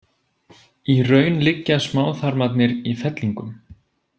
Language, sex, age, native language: Icelandic, male, 20-29, Icelandic